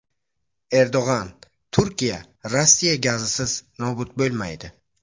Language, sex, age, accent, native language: Uzbek, male, 25-34, Buxoro, Uzbek